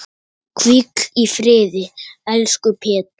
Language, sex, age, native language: Icelandic, male, 8, Icelandic